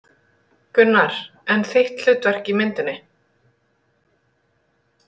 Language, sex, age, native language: Icelandic, female, 30-39, Icelandic